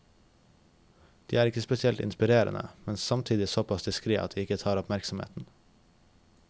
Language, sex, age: Norwegian, male, 21